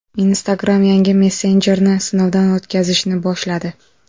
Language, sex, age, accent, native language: Uzbek, female, 18-24, Samarqand, Uzbek